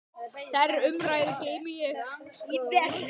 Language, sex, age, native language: Icelandic, male, 10, Icelandic